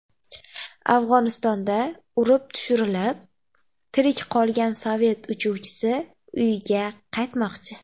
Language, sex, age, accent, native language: Uzbek, female, 18-24, Andijon, Uzbek